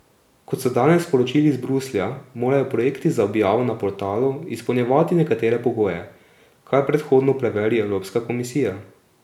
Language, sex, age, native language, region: Slovenian, male, 18-29, Slovenian, Drava region